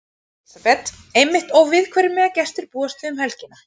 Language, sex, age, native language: Icelandic, female, 30-39, Icelandic